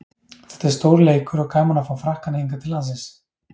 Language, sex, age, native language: Icelandic, male, 30-39, Icelandic